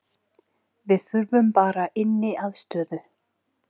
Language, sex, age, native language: Icelandic, female, 40-49, Icelandic